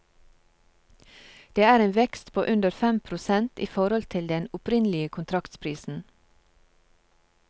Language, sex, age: Norwegian, female, 35